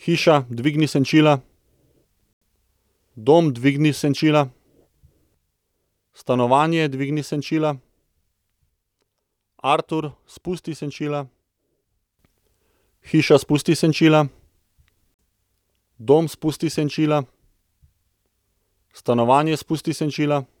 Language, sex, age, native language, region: Slovenian, male, 30-49, Slovenian, Central Slovenia